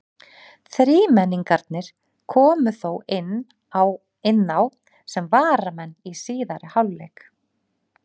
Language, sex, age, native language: Icelandic, female, 40-49, Icelandic